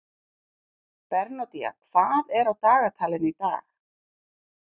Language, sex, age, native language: Icelandic, female, 40-49, Icelandic